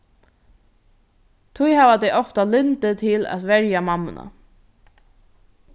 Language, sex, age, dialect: Faroese, female, 15-35, Norðurstreymoy/Eysturoy